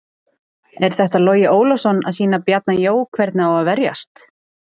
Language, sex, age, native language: Icelandic, female, 30-39, Icelandic